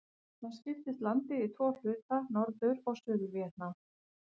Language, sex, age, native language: Icelandic, female, 50-59, Icelandic